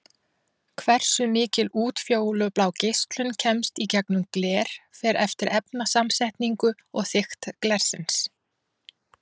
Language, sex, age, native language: Icelandic, female, 40-49, Icelandic